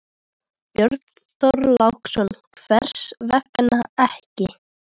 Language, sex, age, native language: Icelandic, female, 13, Icelandic